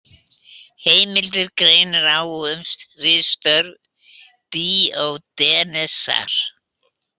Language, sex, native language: Icelandic, female, Icelandic